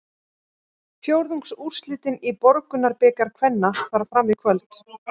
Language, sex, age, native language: Icelandic, female, 18-19, Icelandic